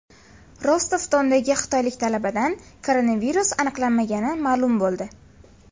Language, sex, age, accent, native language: Uzbek, female, 18-24, Farg'ona, Uzbek